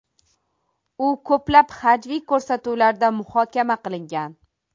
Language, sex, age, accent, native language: Uzbek, female, 25-34, Toshkent viloyati, Uzbek